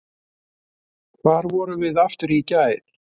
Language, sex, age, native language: Icelandic, male, 60-69, Icelandic